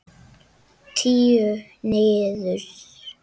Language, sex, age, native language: Icelandic, male, 7, Icelandic